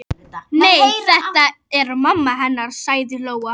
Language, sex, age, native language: Icelandic, female, 11, Icelandic